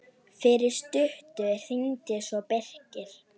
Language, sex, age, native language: Icelandic, female, 9, Icelandic